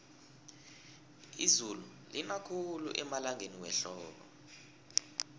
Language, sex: South Ndebele, male